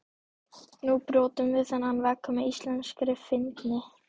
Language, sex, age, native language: Icelandic, male, 12, Icelandic